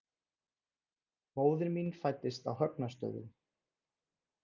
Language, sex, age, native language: Icelandic, male, 30-39, Icelandic